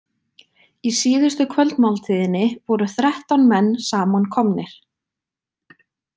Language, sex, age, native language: Icelandic, female, 20-29, Icelandic